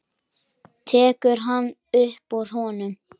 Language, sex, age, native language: Icelandic, male, 10, Icelandic